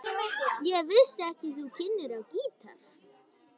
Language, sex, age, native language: Icelandic, female, 12, Icelandic